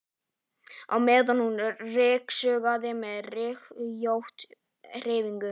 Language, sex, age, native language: Icelandic, male, 11, Icelandic